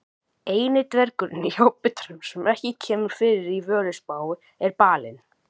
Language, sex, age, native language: Icelandic, male, 18-19, Icelandic